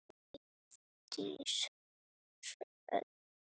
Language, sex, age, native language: Icelandic, female, 9, Icelandic